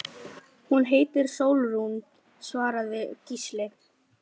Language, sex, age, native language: Icelandic, female, 10, Lithuanian